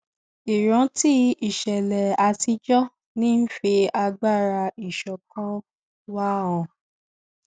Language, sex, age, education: Yoruba, female, 15-29, tertiary